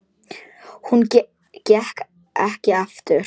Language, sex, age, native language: Icelandic, female, 10, Polish